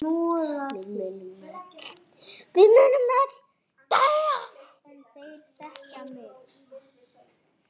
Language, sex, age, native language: Icelandic, female, 8, Icelandic